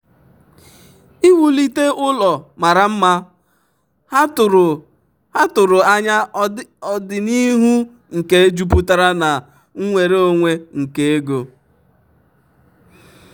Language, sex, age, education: Igbo, male, 30-45, tertiary